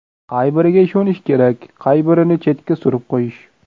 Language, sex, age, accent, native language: Uzbek, male, under 19, Namangan, Uzbek